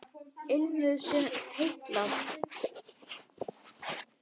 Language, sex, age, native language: Icelandic, male, 9, Icelandic